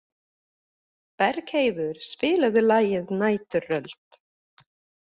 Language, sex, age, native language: Icelandic, female, 50-59, Swedish